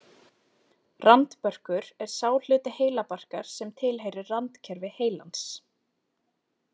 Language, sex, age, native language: Icelandic, female, 20-29, Icelandic